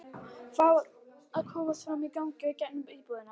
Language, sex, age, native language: Icelandic, female, 11, Icelandic